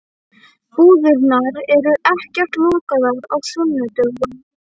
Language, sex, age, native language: Icelandic, female, 11, Icelandic